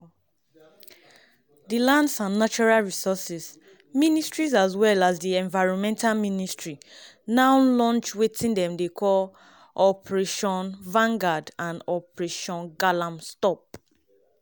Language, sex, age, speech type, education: Nigerian Pidgin, female, 15-29, spontaneous, tertiary